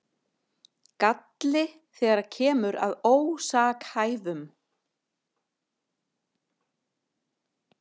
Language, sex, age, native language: Icelandic, female, 50-59, Icelandic